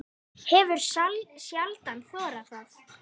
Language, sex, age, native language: Icelandic, female, 9, Icelandic